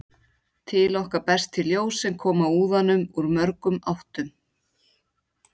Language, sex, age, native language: Icelandic, female, 40-49, Icelandic